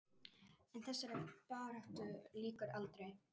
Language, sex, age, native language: Icelandic, male, 10, Icelandic